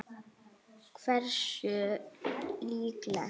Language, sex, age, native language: Icelandic, female, 8, Icelandic